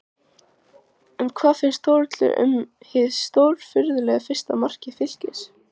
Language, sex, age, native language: Icelandic, female, 14, Icelandic